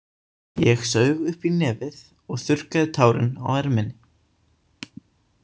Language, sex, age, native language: Icelandic, male, 18-19, Icelandic